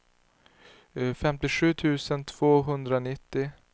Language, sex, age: Swedish, male, 19